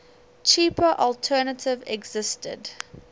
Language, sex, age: English, female, 19